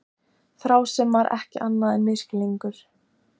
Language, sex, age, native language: Icelandic, female, 14, Icelandic